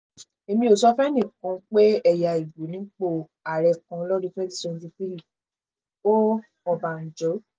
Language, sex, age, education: Yoruba, female, 15-29, tertiary